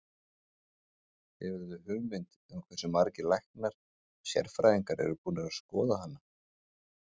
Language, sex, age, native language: Icelandic, male, 40-49, Icelandic